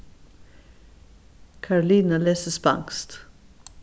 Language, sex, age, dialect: Faroese, female, 61+, Norðurstreymoy/Eysturoy